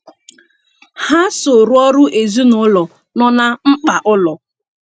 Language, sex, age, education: Igbo, female, 15-29, secondary